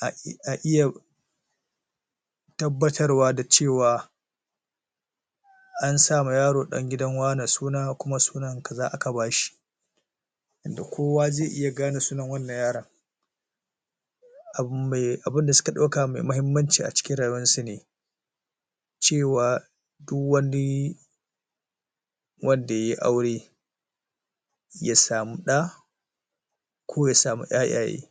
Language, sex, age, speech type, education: Hausa, male, 30-45, spontaneous, tertiary